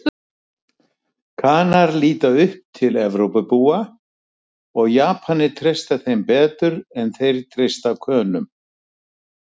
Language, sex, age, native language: Icelandic, male, 70-79, Icelandic